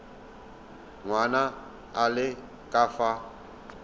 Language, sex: Tswana, male